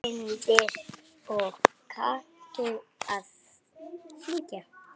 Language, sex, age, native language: Icelandic, male, 9, Icelandic